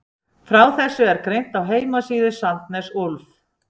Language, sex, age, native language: Icelandic, female, 60-69, Icelandic